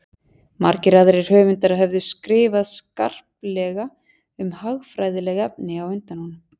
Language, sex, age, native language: Icelandic, female, 40-49, Icelandic